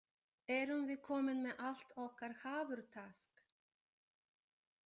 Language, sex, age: Icelandic, female, 50-59